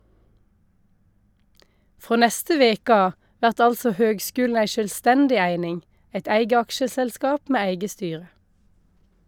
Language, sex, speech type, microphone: Norwegian, female, read, Shure